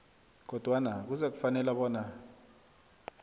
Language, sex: South Ndebele, male